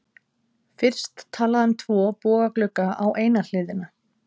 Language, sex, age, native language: Icelandic, female, 30-39, Icelandic